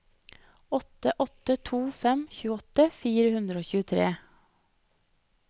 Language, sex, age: Norwegian, female, 30